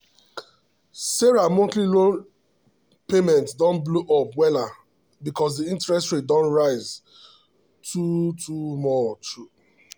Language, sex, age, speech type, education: Nigerian Pidgin, male, 30-45, spontaneous, tertiary